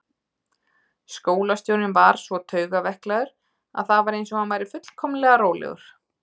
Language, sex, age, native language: Icelandic, female, 30-39, Icelandic